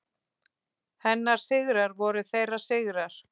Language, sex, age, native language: Icelandic, female, 6, Icelandic